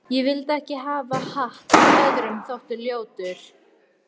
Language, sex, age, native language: Icelandic, female, 13, Icelandic